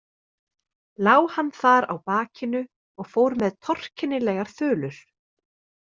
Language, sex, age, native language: Icelandic, female, 30-39, Icelandic